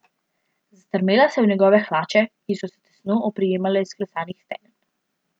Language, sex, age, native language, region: Slovenian, female, 12-17, Slovenian, Central Slovenia